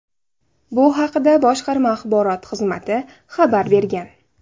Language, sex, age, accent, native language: Uzbek, female, 18-24, Navoiy, Uzbek